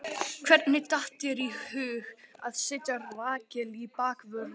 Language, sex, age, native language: Icelandic, male, 12, Icelandic